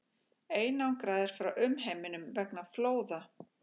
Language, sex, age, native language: Icelandic, female, 40-49, Icelandic